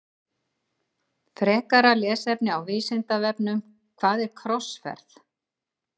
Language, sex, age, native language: Icelandic, female, 50-59, Icelandic